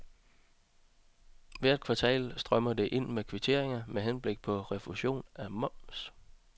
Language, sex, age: Danish, male, 30